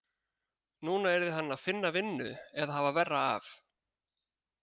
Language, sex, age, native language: Icelandic, male, 30-39, Icelandic